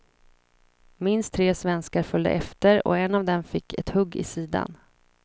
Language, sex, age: Swedish, female, 26